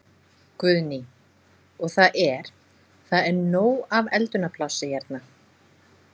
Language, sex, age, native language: Icelandic, female, 20-29, Icelandic